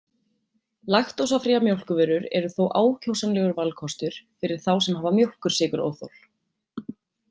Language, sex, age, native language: Icelandic, female, 20-29, Icelandic